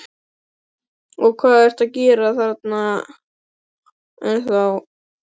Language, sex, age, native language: Icelandic, male, 12, Icelandic